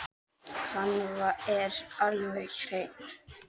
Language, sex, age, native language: Icelandic, male, 7, Icelandic